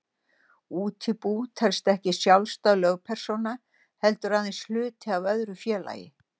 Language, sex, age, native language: Icelandic, female, 60-69, Icelandic